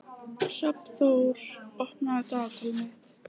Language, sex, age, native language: Icelandic, female, 14, Icelandic